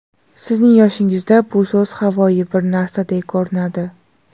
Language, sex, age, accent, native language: Uzbek, female, 18-24, Navoiy, Uzbek